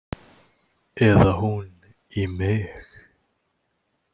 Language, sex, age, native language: Icelandic, male, 18-19, Icelandic